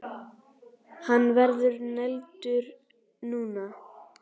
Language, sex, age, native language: Icelandic, male, 10, Icelandic